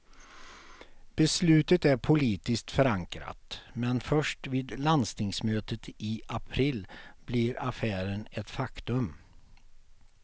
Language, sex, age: Swedish, male, 48